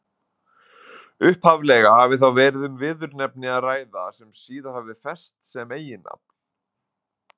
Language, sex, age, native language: Icelandic, male, 20-29, Icelandic